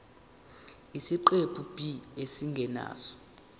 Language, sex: Zulu, male